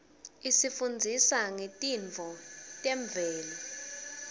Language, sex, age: Swati, female, 22